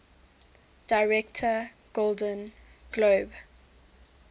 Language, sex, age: English, female, 19